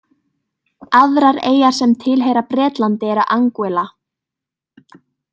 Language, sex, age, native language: Icelandic, female, 18-19, Icelandic